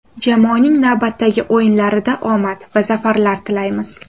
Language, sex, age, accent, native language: Uzbek, female, 18-24, Toshkent shahri, Uzbek